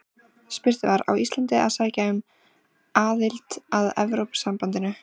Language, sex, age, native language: Icelandic, female, 14, Icelandic